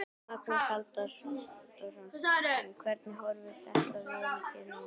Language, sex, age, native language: Icelandic, male, 12, Icelandic